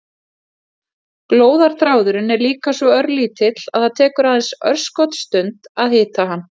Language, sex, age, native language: Icelandic, female, 40-49, Icelandic